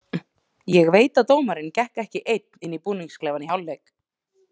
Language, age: Icelandic, 20-29